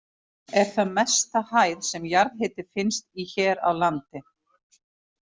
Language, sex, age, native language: Icelandic, female, 50-59, Icelandic